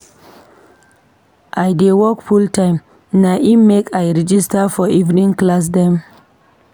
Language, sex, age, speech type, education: Nigerian Pidgin, female, 15-29, read, tertiary